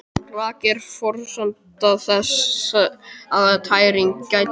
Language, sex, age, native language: Icelandic, male, 12, Icelandic